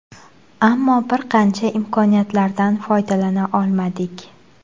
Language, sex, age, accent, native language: Uzbek, female, 18-24, Xorazm, Uzbek